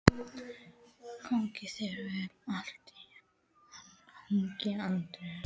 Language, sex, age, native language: Icelandic, male, 12, Icelandic